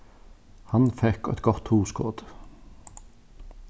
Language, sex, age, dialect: Faroese, male, 61+, Norðuroyggjar